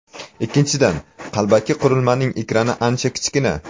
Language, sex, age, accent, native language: Uzbek, male, 18-24, Samarqand, Uzbek